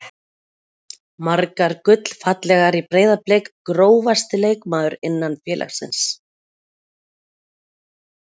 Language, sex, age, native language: Icelandic, female, 40-49, Icelandic